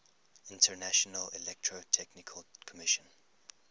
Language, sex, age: English, male, 21